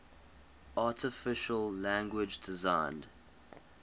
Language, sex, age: English, male, 20